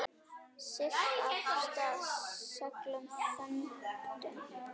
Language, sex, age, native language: Icelandic, female, 9, Icelandic